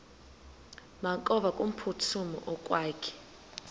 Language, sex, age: Xhosa, female, 23